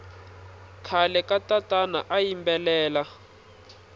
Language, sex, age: Tsonga, male, 26